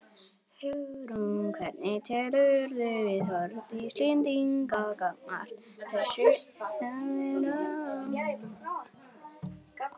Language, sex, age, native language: Icelandic, female, 11, Icelandic